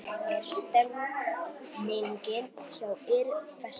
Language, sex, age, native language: Icelandic, male, 18-19, Icelandic